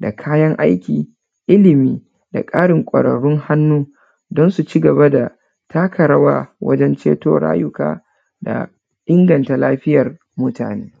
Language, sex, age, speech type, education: Hausa, female, 30-45, spontaneous, tertiary